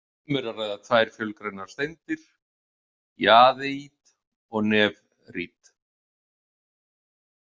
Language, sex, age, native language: Icelandic, male, 50-59, Icelandic